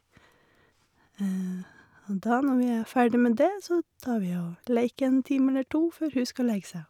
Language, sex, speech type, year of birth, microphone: Norwegian, female, spontaneous, 1981, Shure